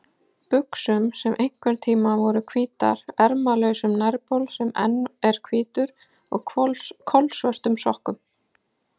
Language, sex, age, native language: Icelandic, female, 40-49, Icelandic